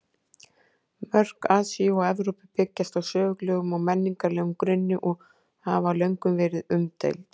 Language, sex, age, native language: Icelandic, female, 40-49, Icelandic